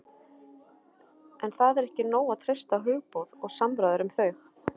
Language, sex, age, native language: Icelandic, female, 30-39, Icelandic